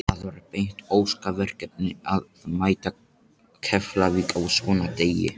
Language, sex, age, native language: Icelandic, male, 18-19, Icelandic